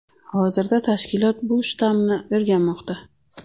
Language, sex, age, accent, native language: Uzbek, female, 35+, Navoiy, Uzbek